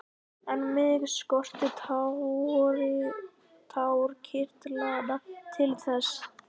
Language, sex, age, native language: Icelandic, male, 11, Icelandic